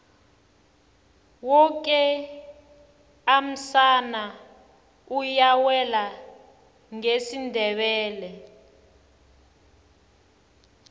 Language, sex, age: Tsonga, female, 21